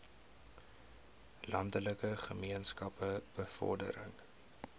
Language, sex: Afrikaans, male